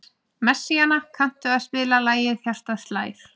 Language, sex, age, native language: Icelandic, female, 20-29, Icelandic